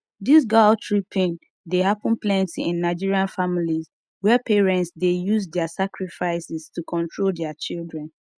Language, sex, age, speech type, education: Nigerian Pidgin, female, 15-29, spontaneous, tertiary